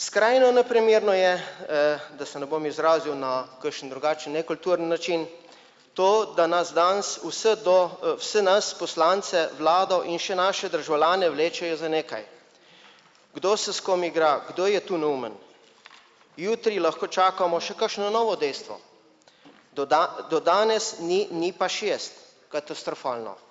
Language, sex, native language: Slovenian, male, Slovenian